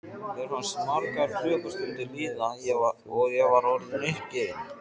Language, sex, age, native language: Icelandic, male, 14, Icelandic